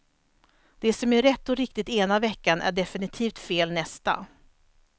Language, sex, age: Swedish, female, 43